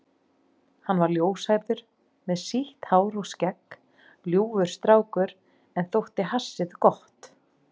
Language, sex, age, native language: Icelandic, female, 30-39, Icelandic